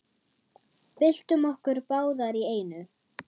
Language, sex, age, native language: Icelandic, female, 9, German